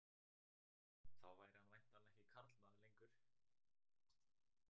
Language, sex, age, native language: Icelandic, male, 18-19, Icelandic